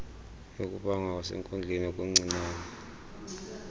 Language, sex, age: Xhosa, male, 38